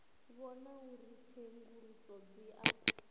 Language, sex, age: Venda, female, 18